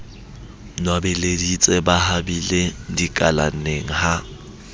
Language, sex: Southern Sotho, male